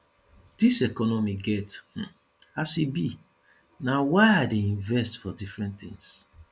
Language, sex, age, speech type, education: Nigerian Pidgin, male, 30-45, spontaneous, tertiary